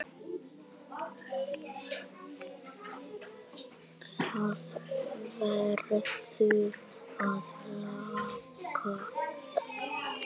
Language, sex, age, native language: Icelandic, female, 7, Icelandic